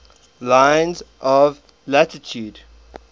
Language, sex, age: English, male, 23